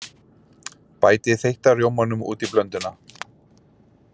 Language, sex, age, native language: Icelandic, male, 40-49, Icelandic